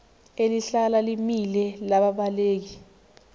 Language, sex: Zulu, female